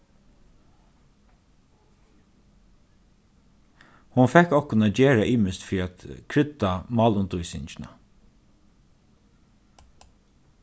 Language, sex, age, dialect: Faroese, male, 36-60, Norðurstreymoy/Eysturoy